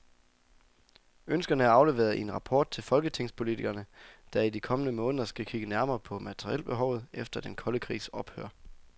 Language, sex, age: Danish, male, 24